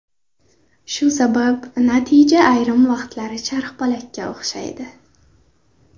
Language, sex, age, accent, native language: Uzbek, female, under 19, Navoiy, Uzbek